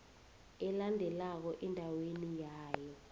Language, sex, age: South Ndebele, female, 20